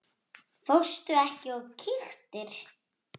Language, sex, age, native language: Icelandic, female, 6, Icelandic